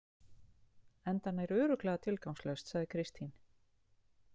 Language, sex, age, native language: Icelandic, female, 40-49, Icelandic